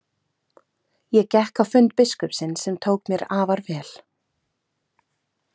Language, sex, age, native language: Icelandic, female, 30-39, Icelandic